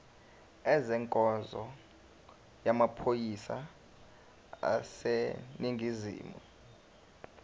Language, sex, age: Zulu, male, 19